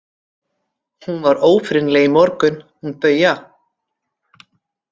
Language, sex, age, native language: Icelandic, female, 40-49, Icelandic